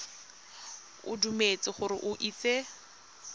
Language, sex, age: Tswana, female, 22